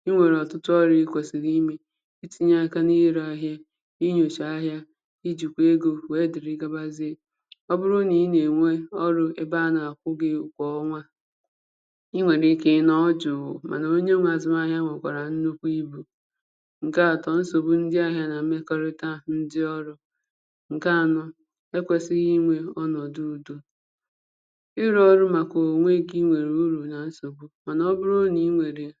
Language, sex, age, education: Igbo, female, 30-45, primary